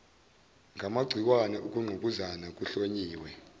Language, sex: Zulu, male